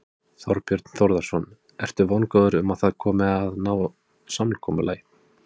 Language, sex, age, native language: Icelandic, male, 30-39, Icelandic